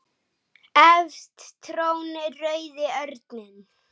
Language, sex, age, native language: Icelandic, male, 8, Icelandic